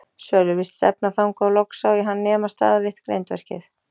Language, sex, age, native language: Icelandic, female, 40-49, Icelandic